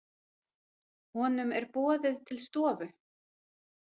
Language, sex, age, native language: Icelandic, female, 40-49, Icelandic